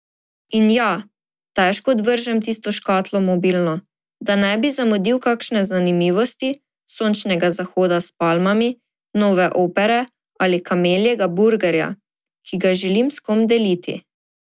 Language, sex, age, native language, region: Slovenian, female, 18-29, Slovenian, Drava region